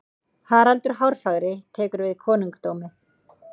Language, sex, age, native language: Icelandic, female, 30-39, Icelandic